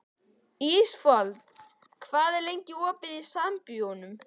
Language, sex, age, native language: Icelandic, male, 11, Icelandic